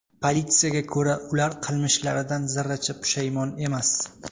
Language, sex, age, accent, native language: Uzbek, male, 19-29, Toshkent viloyati, Uzbek